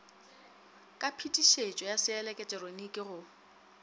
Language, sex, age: Northern Sotho, female, 27